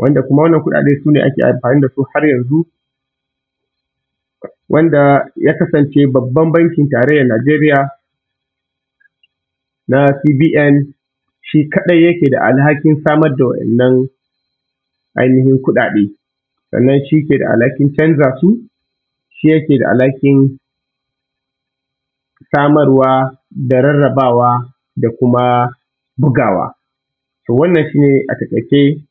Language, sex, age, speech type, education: Hausa, male, 15-29, spontaneous, tertiary